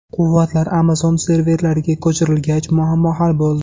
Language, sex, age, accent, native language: Uzbek, male, 18-24, Farg'ona, Uzbek